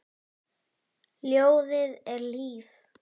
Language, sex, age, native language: Icelandic, female, 10, Icelandic